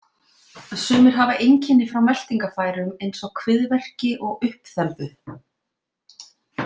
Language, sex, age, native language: Icelandic, female, 50-59, Icelandic